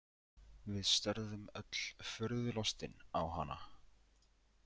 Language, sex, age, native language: Icelandic, male, 20-29, Icelandic